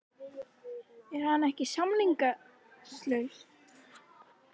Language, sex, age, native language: Icelandic, female, 11, Icelandic